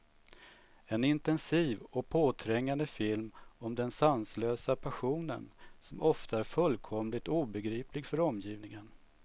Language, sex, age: Swedish, male, 45